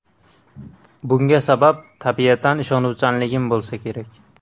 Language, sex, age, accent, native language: Uzbek, male, 18-24, Andijon, Uzbek